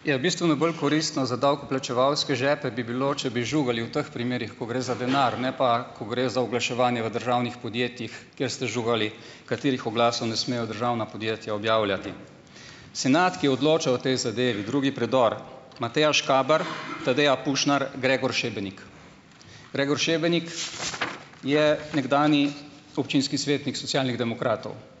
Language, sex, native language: Slovenian, male, Slovenian